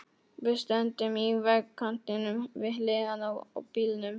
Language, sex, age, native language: Icelandic, male, 12, Polish